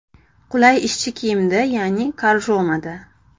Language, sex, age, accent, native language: Uzbek, female, 25-34, Andijon, Uzbek